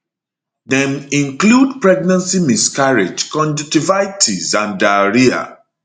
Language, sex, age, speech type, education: Nigerian Pidgin, male, 30-45, spontaneous, tertiary